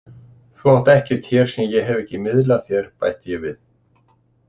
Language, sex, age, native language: Icelandic, male, 60-69, Icelandic